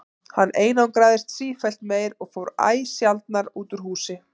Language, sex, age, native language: Icelandic, female, 30-39, Icelandic